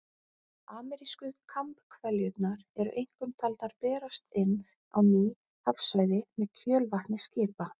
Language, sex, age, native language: Icelandic, female, 30-39, Icelandic